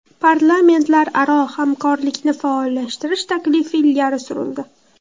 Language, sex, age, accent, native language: Uzbek, female, under 19, Toshkent shahri, Uzbek